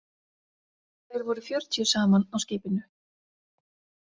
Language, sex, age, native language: Icelandic, female, 40-49, Icelandic